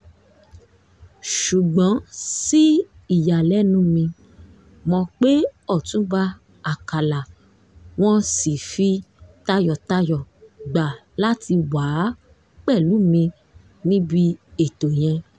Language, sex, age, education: Yoruba, female, 15-29, tertiary